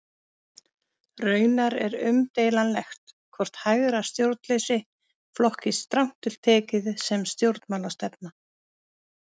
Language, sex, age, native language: Icelandic, female, 50-59, Icelandic